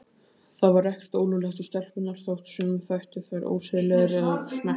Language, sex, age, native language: Icelandic, male, 20-29, Icelandic